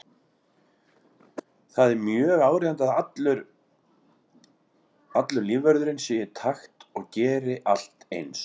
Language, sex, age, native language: Icelandic, male, 40-49, Icelandic